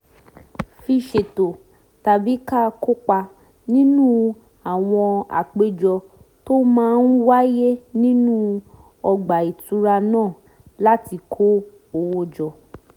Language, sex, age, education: Yoruba, female, 15-29, tertiary